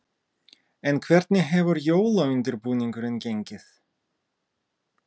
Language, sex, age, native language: Icelandic, male, 30-39, Russian